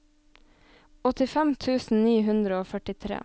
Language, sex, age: Norwegian, female, 26